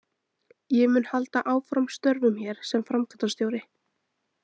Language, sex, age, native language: Icelandic, female, 20-29, Icelandic